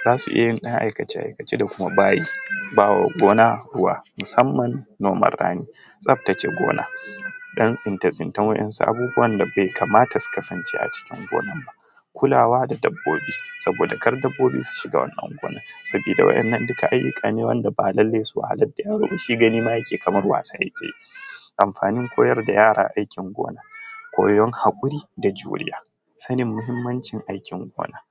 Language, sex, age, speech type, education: Hausa, male, 15-29, spontaneous, tertiary